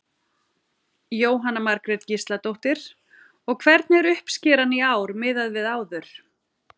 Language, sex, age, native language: Icelandic, female, 40-49, Icelandic